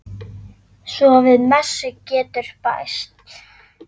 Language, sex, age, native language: Icelandic, female, 9, Icelandic